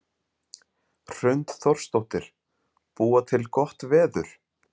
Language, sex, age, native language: Icelandic, male, 30-39, Icelandic